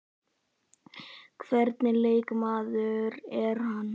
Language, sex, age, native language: Icelandic, male, 11, Icelandic